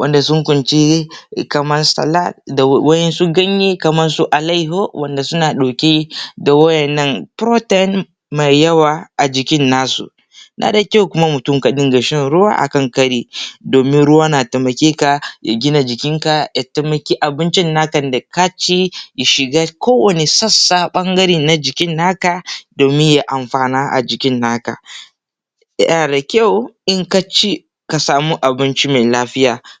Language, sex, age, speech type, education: Hausa, male, 15-29, spontaneous, tertiary